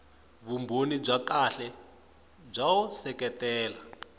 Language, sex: Tsonga, male